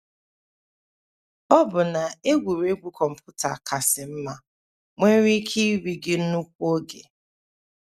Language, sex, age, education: Igbo, female, 30-45, tertiary